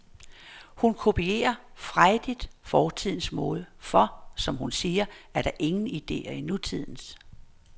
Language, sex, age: Danish, female, 59